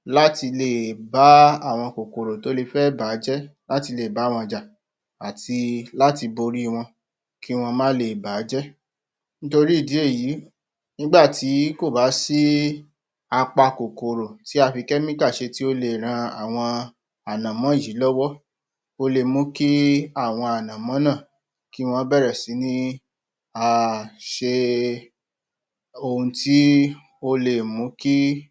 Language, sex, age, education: Yoruba, male, 46-60, tertiary